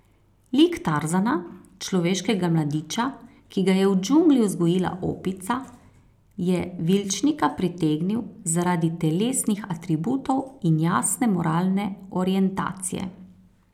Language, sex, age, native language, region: Slovenian, female, 30-49, Slovenian, Carinthia region